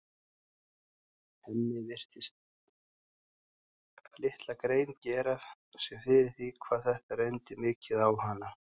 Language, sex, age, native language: Icelandic, male, 30-39, Icelandic